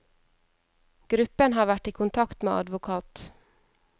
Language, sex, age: Norwegian, female, 31